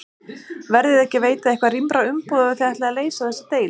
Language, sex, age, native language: Icelandic, female, 30-39, Icelandic